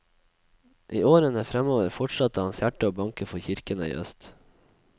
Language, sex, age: Norwegian, male, 21